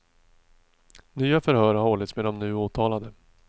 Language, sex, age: Swedish, male, 42